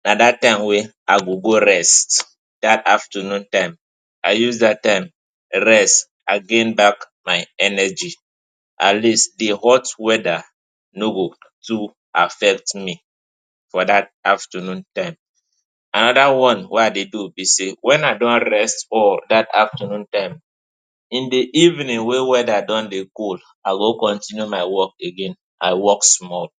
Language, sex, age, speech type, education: Nigerian Pidgin, male, 15-29, spontaneous, tertiary